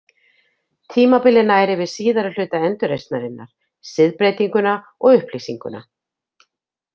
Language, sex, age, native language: Icelandic, female, 50-59, Icelandic